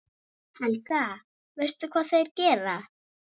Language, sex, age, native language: Icelandic, female, 7, Icelandic